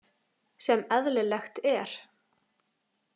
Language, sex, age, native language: Icelandic, female, 18-19, Icelandic